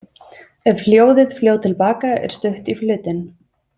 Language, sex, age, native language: Icelandic, female, 20-29, Icelandic